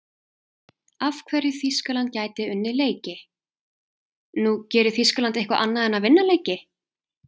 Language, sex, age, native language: Icelandic, female, 30-39, Icelandic